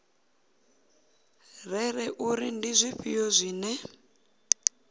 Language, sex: Venda, female